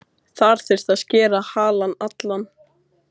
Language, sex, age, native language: Icelandic, female, 16, Icelandic